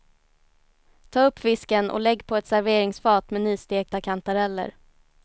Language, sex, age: Swedish, female, 19